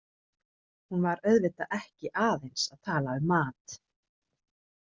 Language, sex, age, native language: Icelandic, female, 30-39, Icelandic